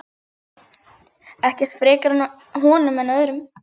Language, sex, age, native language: Icelandic, female, 8, Icelandic